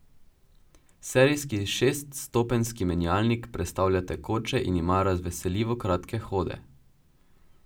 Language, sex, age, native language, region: Slovenian, male, 12-17, Slovenian, Drava region